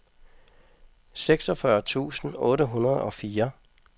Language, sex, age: Danish, male, 55